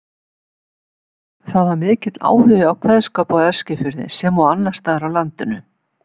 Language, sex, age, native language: Icelandic, female, 70-79, Icelandic